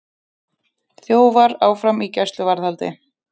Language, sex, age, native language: Icelandic, female, 30-39, Icelandic